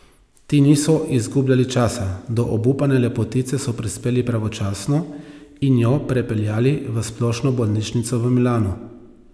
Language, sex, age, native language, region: Slovenian, male, 30-49, Slovenian, Savinja region